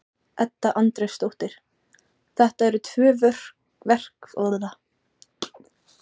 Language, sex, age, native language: Icelandic, female, 20-29, Icelandic